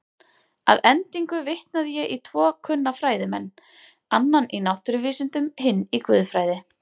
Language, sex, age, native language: Icelandic, female, 30-39, Icelandic